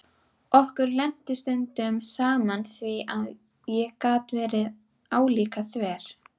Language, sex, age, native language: Icelandic, female, 12, Icelandic